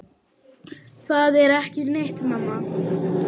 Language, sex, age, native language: Icelandic, male, 10, Icelandic